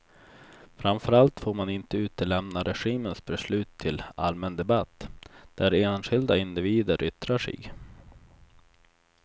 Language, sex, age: Swedish, male, 24